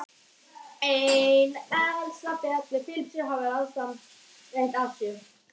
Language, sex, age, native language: Icelandic, female, 18-19, Icelandic